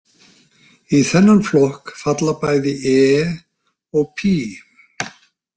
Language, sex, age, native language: Icelandic, male, 60-69, Icelandic